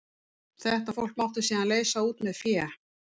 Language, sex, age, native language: Icelandic, female, 50-59, Icelandic